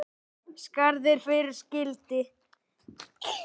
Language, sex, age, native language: Icelandic, male, 9, Icelandic